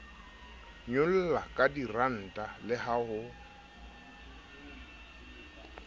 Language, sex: Southern Sotho, male